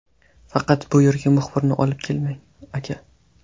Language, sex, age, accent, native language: Uzbek, male, 18-24, Qashqadaryo, Uzbek